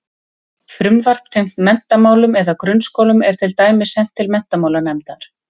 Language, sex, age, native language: Icelandic, female, 30-39, Icelandic